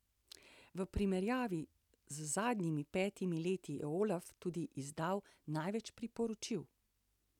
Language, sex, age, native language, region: Slovenian, female, 60+, Slovenian, Central Slovenia